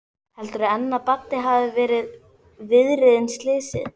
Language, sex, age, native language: Icelandic, female, 12, Icelandic